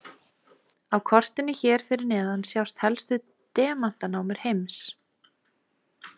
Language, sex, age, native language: Icelandic, female, 20-29, Icelandic